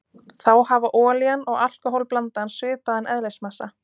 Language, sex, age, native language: Icelandic, female, 20-29, Icelandic